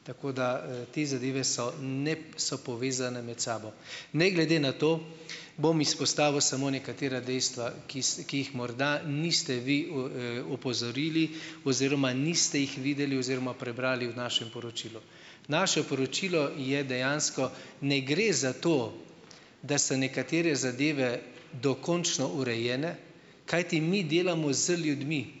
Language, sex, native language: Slovenian, male, Slovenian